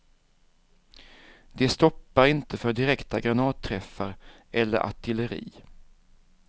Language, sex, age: Swedish, male, 47